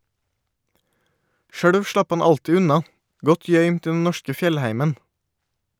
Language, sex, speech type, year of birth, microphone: Norwegian, male, read, 1989, Shure